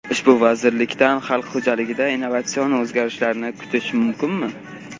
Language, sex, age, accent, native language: Uzbek, male, 18-24, Qashqadaryo, Uzbek